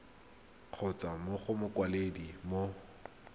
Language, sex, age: Tswana, male, 23